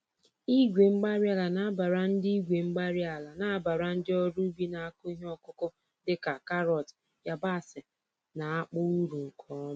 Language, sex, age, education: Igbo, female, 15-29, tertiary